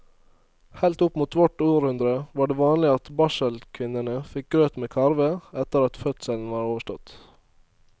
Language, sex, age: Norwegian, male, 22